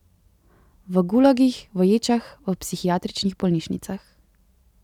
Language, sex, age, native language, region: Slovenian, female, 18-29, Slovenian, Central Slovenia